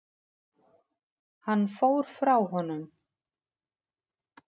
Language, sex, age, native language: Icelandic, female, 40-49, Icelandic